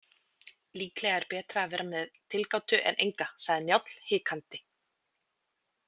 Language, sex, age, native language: Icelandic, female, 20-29, Icelandic